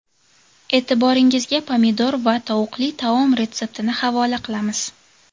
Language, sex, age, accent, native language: Uzbek, female, 18-24, Toshkent shahri, Uzbek